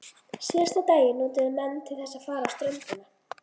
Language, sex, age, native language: Icelandic, female, 20-29, Icelandic